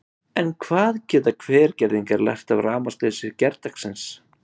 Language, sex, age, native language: Icelandic, male, 20-29, Icelandic